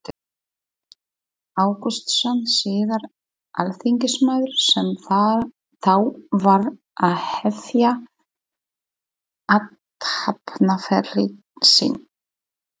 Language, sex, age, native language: Icelandic, female, 40-49, Polish